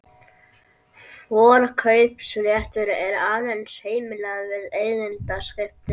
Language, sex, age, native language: Icelandic, male, 11, Icelandic